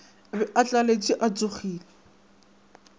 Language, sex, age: Northern Sotho, male, 22